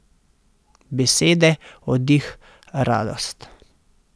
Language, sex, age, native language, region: Slovenian, male, 30-49, Slovenian, Central Slovenia